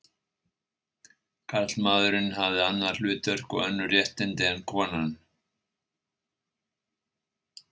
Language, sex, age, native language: Icelandic, male, 60-69, Icelandic